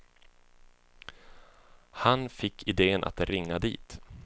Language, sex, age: Swedish, male, 24